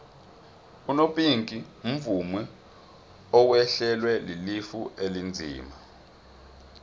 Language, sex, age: South Ndebele, male, 26